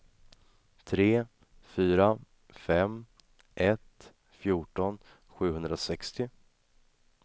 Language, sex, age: Swedish, male, 26